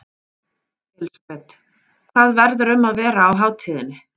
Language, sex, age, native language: Icelandic, female, 40-49, Icelandic